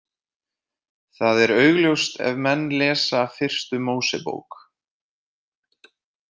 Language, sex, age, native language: Icelandic, male, 30-39, Icelandic